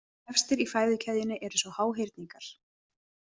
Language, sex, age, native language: Icelandic, female, 20-29, Icelandic